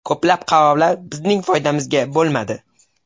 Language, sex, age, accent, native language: Uzbek, male, 18-24, Toshkent shahri, Uzbek